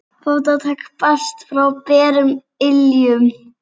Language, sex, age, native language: Icelandic, female, 7, Icelandic